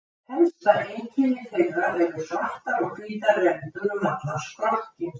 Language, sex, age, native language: Icelandic, female, 70-79, Icelandic